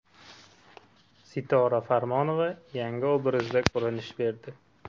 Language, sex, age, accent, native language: Uzbek, male, 18-24, Andijon, Uzbek